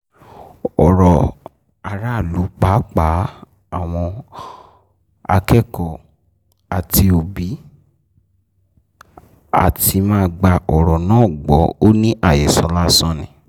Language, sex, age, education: Yoruba, male, 15-29, tertiary